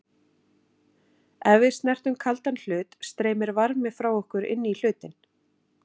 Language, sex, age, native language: Icelandic, female, 40-49, Icelandic